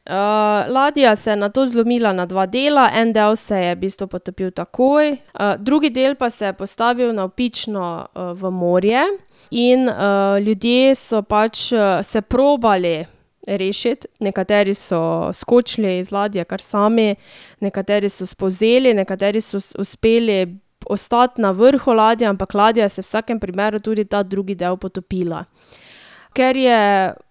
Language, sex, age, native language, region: Slovenian, female, 18-29, Slovenian, Drava region